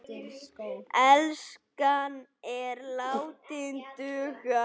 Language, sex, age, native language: Icelandic, male, 9, Icelandic